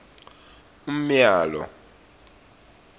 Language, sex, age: Swati, male, 24